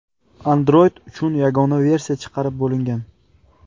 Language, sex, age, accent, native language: Uzbek, male, 18-24, Qashqadaryo, Uzbek